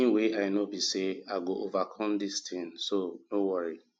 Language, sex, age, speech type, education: Nigerian Pidgin, male, 30-45, spontaneous, tertiary